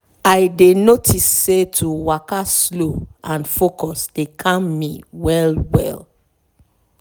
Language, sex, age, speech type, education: Nigerian Pidgin, female, 30-45, spontaneous, tertiary